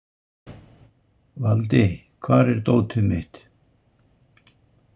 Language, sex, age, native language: Icelandic, male, 70-79, Icelandic